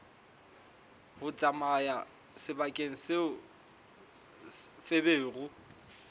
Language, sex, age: Southern Sotho, male, 24